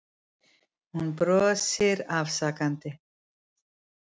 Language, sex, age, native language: Icelandic, female, 50-59, Icelandic